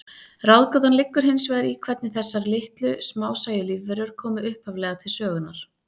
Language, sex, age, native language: Icelandic, female, 30-39, Icelandic